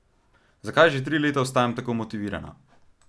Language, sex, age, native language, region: Slovenian, male, 12-17, Slovenian, Central Slovenia